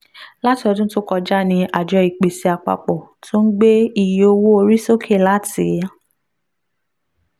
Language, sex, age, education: Yoruba, female, 15-29, tertiary